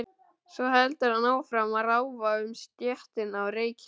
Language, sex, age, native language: Icelandic, male, 12, Icelandic